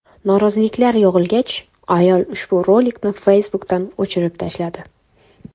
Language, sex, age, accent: Uzbek, female, 18-24, Qoraqalpog'iston